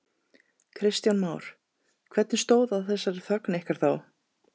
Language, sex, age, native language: Icelandic, female, 30-39, Icelandic